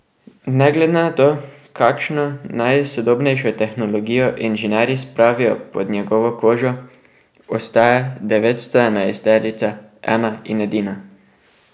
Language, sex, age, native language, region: Slovenian, male, 12-17, Slovenian, Drava region